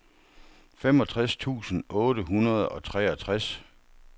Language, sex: Danish, male